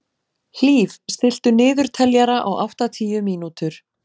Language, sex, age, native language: Icelandic, female, 40-49, Icelandic